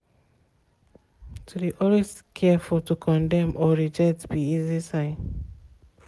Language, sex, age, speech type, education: Nigerian Pidgin, female, 15-29, spontaneous, tertiary